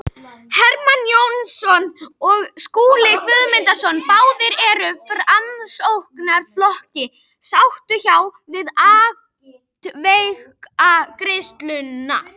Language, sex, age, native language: Icelandic, female, 18-19, Icelandic